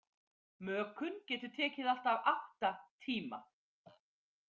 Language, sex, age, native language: Icelandic, female, 50-59, Icelandic